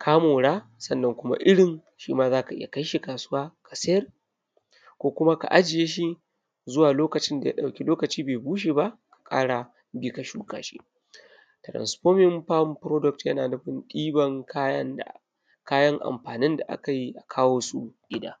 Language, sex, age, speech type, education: Hausa, male, 15-29, spontaneous, primary